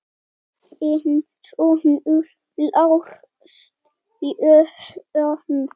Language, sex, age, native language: Icelandic, male, 7, Icelandic